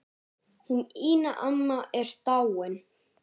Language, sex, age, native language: Icelandic, female, 9, Icelandic